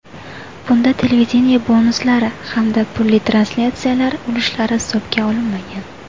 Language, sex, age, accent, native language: Uzbek, female, 19-29, Buxoro, Uzbek